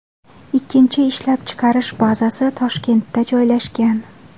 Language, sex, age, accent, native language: Uzbek, female, 19-29, Xorazm, Uzbek